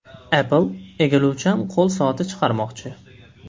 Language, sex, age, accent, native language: Uzbek, male, 18-24, Farg'ona, Uzbek